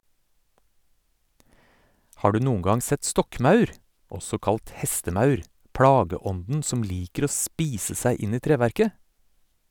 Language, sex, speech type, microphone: Norwegian, male, read, Sennheiser